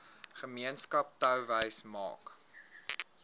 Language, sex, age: Afrikaans, male, 21